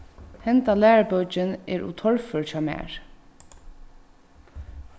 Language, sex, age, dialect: Faroese, female, 15-35, Vágar